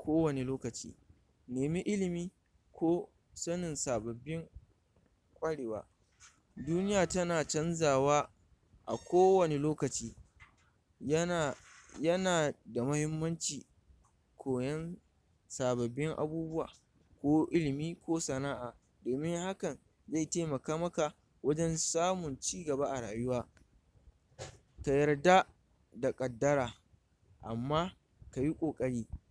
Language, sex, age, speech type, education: Hausa, male, 46-60, spontaneous, tertiary